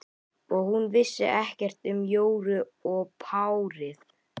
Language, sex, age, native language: Icelandic, male, 11, Icelandic